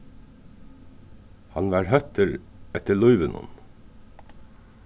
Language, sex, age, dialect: Faroese, male, 36-60, Suðurstreymoy